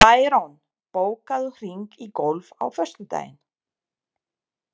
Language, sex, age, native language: Icelandic, female, 30-39, Serbo-Croatian